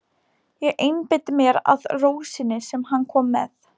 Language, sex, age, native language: Icelandic, female, 18-19, Polish